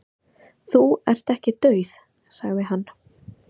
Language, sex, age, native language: Icelandic, female, 30-39, Icelandic